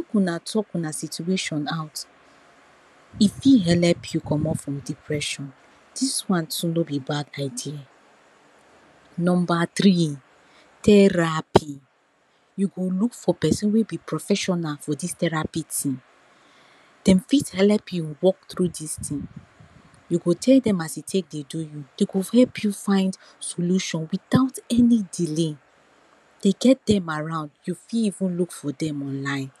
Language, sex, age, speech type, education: Nigerian Pidgin, female, 46-60, spontaneous, tertiary